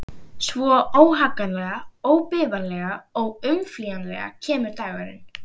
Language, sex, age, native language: Icelandic, female, 11, Icelandic